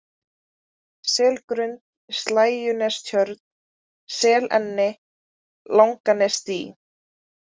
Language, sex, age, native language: Icelandic, female, 20-29, Icelandic